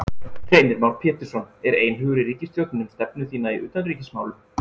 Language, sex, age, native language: Icelandic, male, 20-29, Icelandic